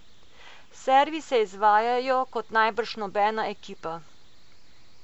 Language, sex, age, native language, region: Slovenian, female, 50-59, Slovenian, Coastal Karst region